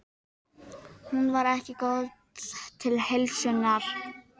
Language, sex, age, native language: Icelandic, female, 12, Icelandic